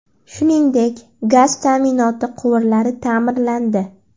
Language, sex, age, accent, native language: Uzbek, female, under 19, Andijon, Uzbek